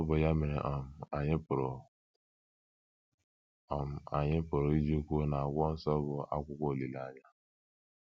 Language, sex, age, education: Igbo, male, 15-29, tertiary